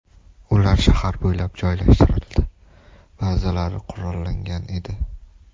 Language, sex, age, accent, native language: Uzbek, male, 18-24, Toshkent shahri, Uzbek